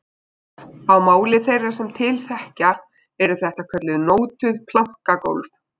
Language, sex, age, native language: Icelandic, female, 20-29, Icelandic